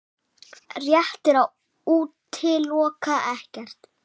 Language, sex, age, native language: Icelandic, male, 8, Icelandic